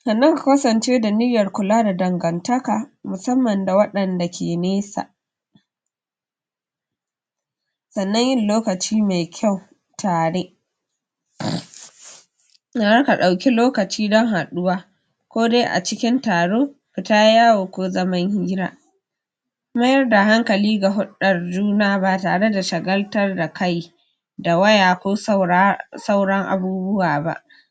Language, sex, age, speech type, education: Hausa, female, 46-60, spontaneous, tertiary